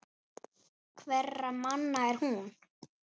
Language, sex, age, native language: Icelandic, female, 6, Icelandic